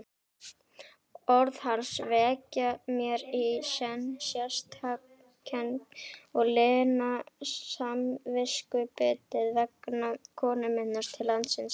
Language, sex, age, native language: Icelandic, female, 18-19, Icelandic